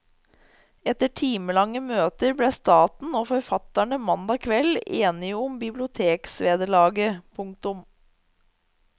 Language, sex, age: Norwegian, female, 30